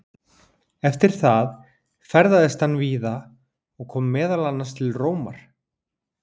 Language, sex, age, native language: Icelandic, male, 40-49, Icelandic